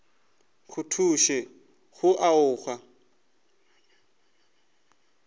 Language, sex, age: Northern Sotho, male, 20